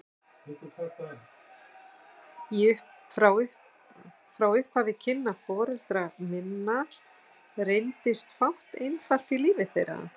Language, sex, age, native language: Icelandic, female, 60-69, Icelandic